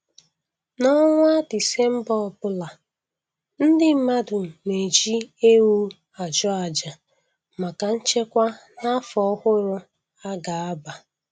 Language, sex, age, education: Igbo, female, 15-29, tertiary